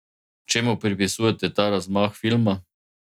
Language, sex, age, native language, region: Slovenian, male, 50-59, Slovenian, Drava region